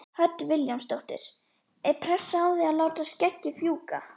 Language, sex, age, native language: Icelandic, female, 11, Icelandic